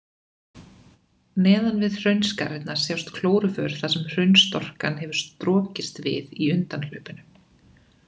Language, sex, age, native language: Icelandic, female, 20-29, Icelandic